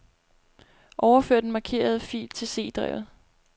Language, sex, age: Danish, female, 25